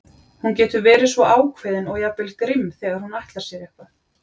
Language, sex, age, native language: Icelandic, female, 40-49, Icelandic